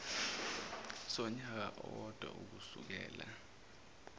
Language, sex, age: Zulu, male, 23